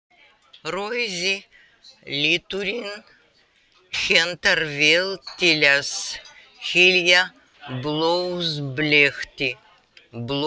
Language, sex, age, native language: Icelandic, female, 80-89, Russian